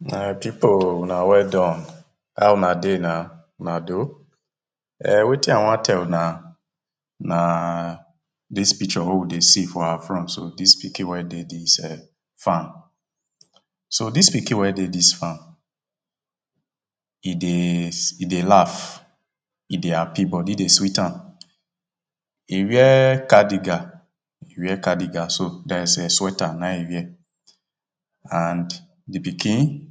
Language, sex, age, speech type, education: Nigerian Pidgin, male, 30-45, spontaneous, tertiary